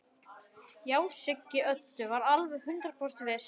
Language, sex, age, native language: Icelandic, male, 12, Icelandic